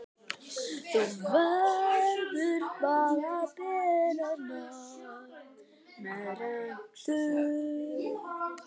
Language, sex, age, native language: Icelandic, male, 12, Icelandic